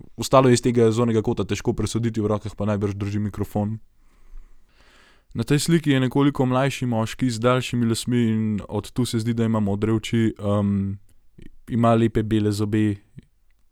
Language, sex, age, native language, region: Slovenian, male, 18-29, Slovenian, Gorenjska region